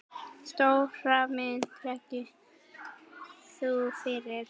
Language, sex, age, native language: Icelandic, female, 10, Icelandic